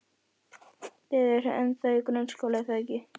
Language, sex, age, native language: Icelandic, female, 11, Icelandic